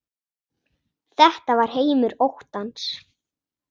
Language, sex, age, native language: Icelandic, female, 10, Icelandic